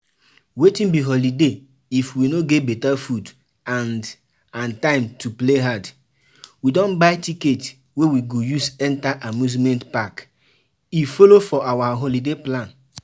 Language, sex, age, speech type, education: Nigerian Pidgin, male, 15-29, spontaneous, tertiary